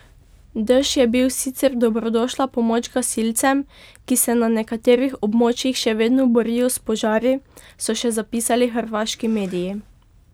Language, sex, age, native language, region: Slovenian, female, 12-17, Slovenian, Pomurje region